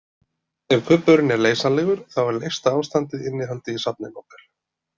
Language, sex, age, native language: Icelandic, male, 30-39, Icelandic